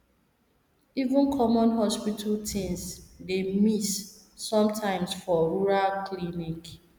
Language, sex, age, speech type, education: Nigerian Pidgin, female, 30-45, spontaneous, tertiary